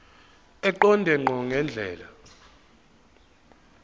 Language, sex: Zulu, male